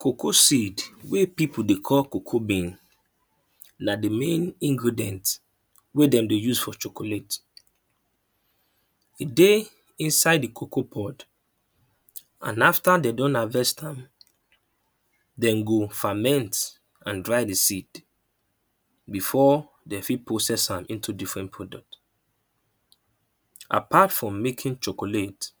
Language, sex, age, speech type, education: Nigerian Pidgin, male, 30-45, spontaneous, tertiary